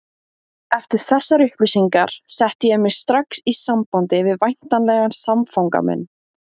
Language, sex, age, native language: Icelandic, female, 17, Icelandic